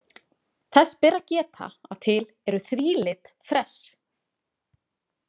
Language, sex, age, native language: Icelandic, female, 40-49, Icelandic